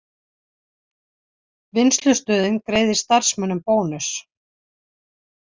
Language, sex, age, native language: Icelandic, female, 60-69, Icelandic